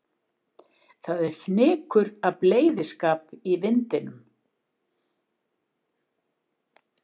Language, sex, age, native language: Icelandic, female, 70-79, Icelandic